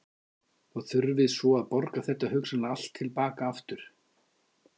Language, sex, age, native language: Icelandic, male, 50-59, Icelandic